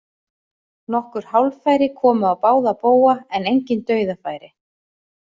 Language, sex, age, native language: Icelandic, female, 30-39, Icelandic